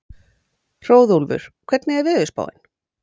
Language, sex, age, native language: Icelandic, female, 40-49, Icelandic